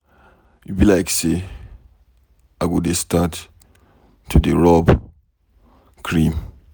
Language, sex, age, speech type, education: Nigerian Pidgin, male, 15-29, read, secondary